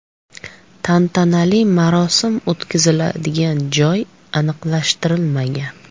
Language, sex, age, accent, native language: Uzbek, female, 25-34, Farg'ona, Uzbek